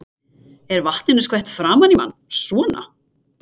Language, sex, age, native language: Icelandic, female, 50-59, Icelandic